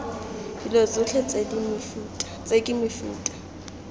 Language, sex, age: Tswana, female, 20